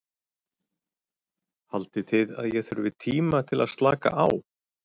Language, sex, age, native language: Icelandic, male, 40-49, Icelandic